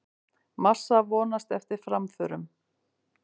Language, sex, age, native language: Icelandic, female, 50-59, Icelandic